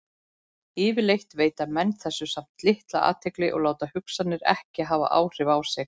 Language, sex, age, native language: Icelandic, female, 40-49, Icelandic